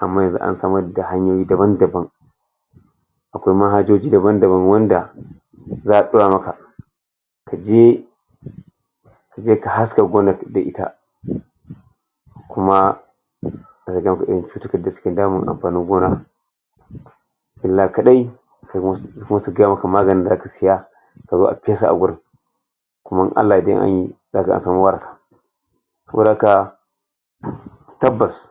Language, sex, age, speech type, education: Hausa, male, 60+, spontaneous, tertiary